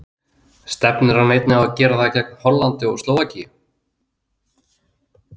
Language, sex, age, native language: Icelandic, male, 30-39, Icelandic